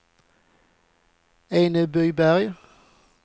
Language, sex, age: Swedish, male, 40